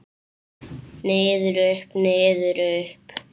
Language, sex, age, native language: Icelandic, male, 8, Icelandic